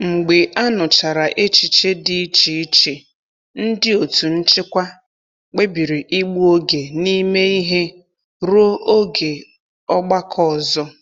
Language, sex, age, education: Igbo, female, 15-29, tertiary